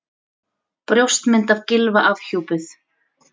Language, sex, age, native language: Icelandic, female, 40-49, Icelandic